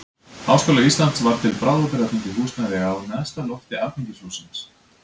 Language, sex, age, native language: Icelandic, male, 20-29, Icelandic